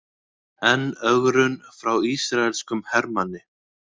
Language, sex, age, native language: Icelandic, male, 20-29, Icelandic